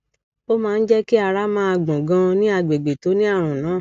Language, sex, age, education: Yoruba, female, 60+, tertiary